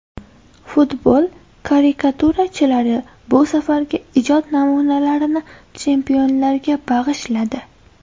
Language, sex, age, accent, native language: Uzbek, female, 18-24, Toshkent shahri, Uzbek